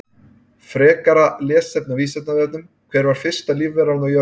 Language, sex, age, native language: Icelandic, male, 30-39, Icelandic